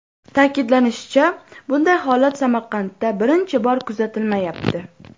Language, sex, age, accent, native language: Uzbek, female, 12-17, Farg'ona, Uzbek